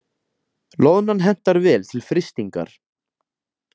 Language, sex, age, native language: Icelandic, male, 20-29, Icelandic